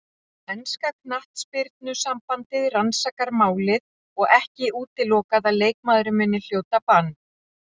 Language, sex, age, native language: Icelandic, female, 40-49, Icelandic